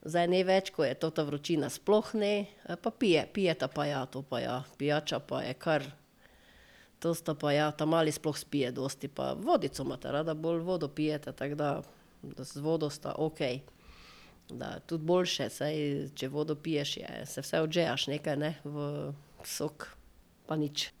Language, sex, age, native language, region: Slovenian, female, 50-59, Slovenian, Drava region